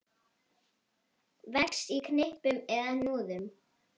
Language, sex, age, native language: Icelandic, female, 9, Icelandic